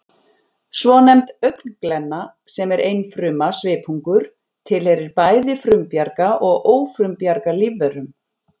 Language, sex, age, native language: Icelandic, female, 40-49, Icelandic